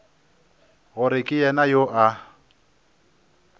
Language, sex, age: Northern Sotho, male, 26